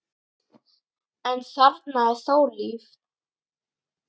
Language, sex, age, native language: Icelandic, female, 10, Icelandic